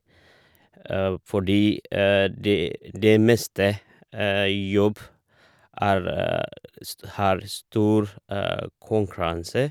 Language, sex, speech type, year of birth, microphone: Norwegian, male, spontaneous, 1978, Shure